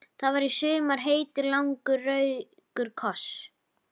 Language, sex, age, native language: Icelandic, female, 11, Icelandic